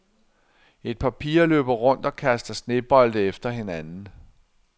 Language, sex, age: Danish, male, 60